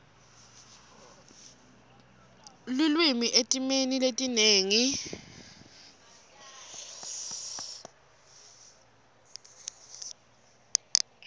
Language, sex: Swati, female